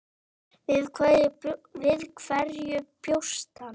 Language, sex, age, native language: Icelandic, female, 9, Icelandic